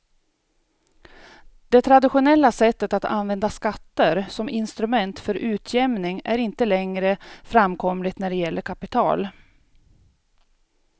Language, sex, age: Swedish, female, 42